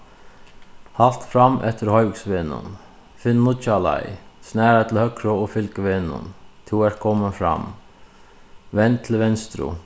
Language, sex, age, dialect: Faroese, male, 36-60, Suðuroy